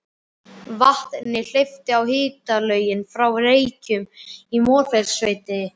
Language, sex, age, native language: Icelandic, male, 12, Icelandic